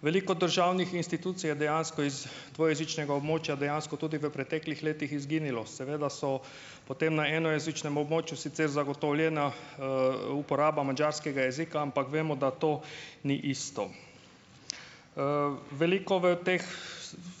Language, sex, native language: Slovenian, male, Hungarian